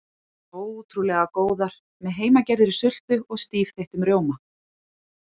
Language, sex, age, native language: Icelandic, female, 40-49, Icelandic